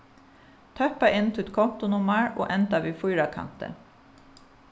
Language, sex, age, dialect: Faroese, female, 36-60, Suðuroy